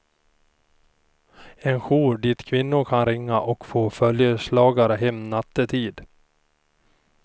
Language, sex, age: Swedish, male, 38